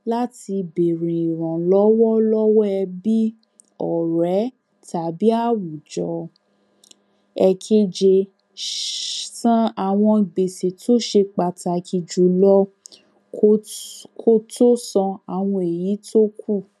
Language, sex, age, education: Yoruba, female, 15-29, tertiary